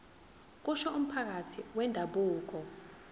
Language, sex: Zulu, female